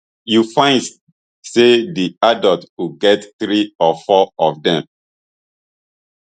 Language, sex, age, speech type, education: Nigerian Pidgin, male, 30-45, spontaneous, tertiary